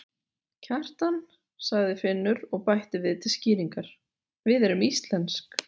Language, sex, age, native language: Icelandic, female, 40-49, Icelandic